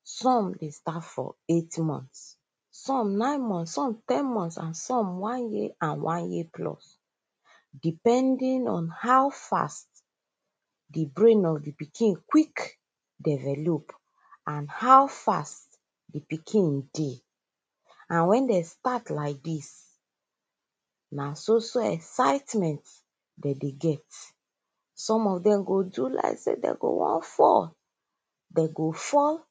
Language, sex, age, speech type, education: Nigerian Pidgin, female, 15-29, spontaneous, tertiary